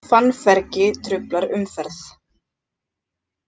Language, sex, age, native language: Icelandic, other, 20-29, Icelandic